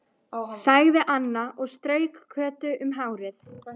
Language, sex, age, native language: Icelandic, female, 13, Icelandic